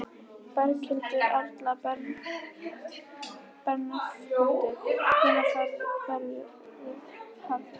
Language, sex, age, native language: Icelandic, female, 11, Icelandic